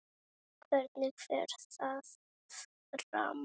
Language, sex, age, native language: Icelandic, female, 9, Icelandic